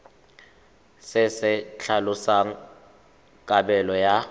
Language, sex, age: Tswana, male, 25